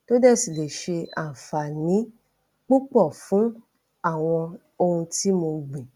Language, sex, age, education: Yoruba, female, 30-45, tertiary